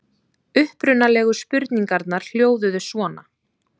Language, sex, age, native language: Icelandic, female, 30-39, Icelandic